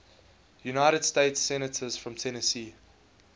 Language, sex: English, male